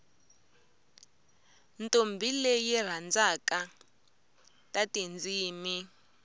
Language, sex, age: Tsonga, female, 24